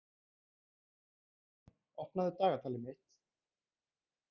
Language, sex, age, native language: Icelandic, male, 30-39, Icelandic